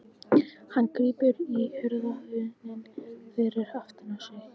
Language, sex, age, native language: Icelandic, female, 14, English